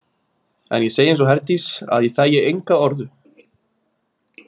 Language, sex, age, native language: Icelandic, male, 20-29, Icelandic